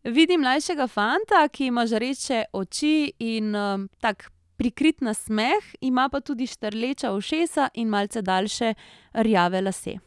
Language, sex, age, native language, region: Slovenian, female, 30-49, Slovenian, Central Slovenia